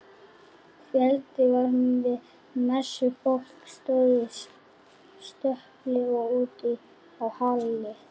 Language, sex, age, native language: Icelandic, female, 40-49, Icelandic